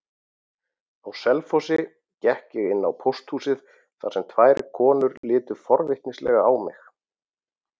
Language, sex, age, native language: Icelandic, male, 40-49, Icelandic